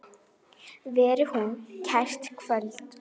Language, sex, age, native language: Icelandic, female, 9, Icelandic